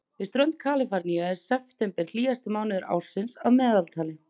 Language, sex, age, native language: Icelandic, female, 30-39, Icelandic